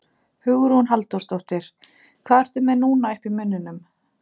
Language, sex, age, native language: Icelandic, female, 30-39, Icelandic